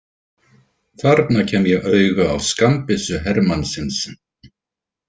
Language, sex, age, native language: Icelandic, male, 50-59, Icelandic